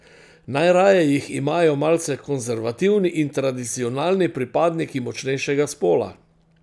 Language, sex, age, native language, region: Slovenian, male, 60+, Slovenian, Central Slovenia